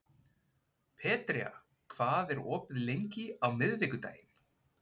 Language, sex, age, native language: Icelandic, male, 20-29, Icelandic